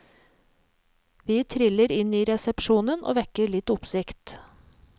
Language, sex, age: Norwegian, female, 37